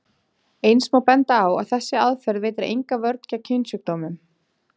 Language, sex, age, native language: Icelandic, female, 40-49, Icelandic